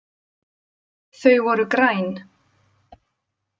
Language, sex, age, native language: Icelandic, female, 20-29, Icelandic